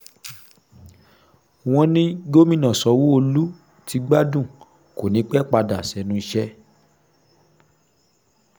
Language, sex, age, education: Yoruba, male, 30-45, secondary